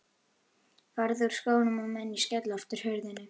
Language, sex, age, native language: Icelandic, female, 11, Icelandic